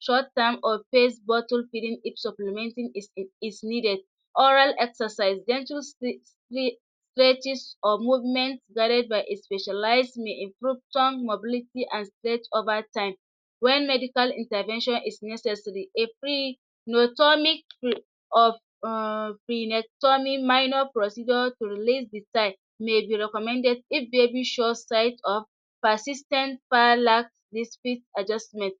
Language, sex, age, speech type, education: Hausa, female, 46-60, spontaneous, tertiary